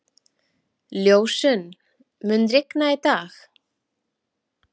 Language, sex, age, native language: Icelandic, female, 40-49, Icelandic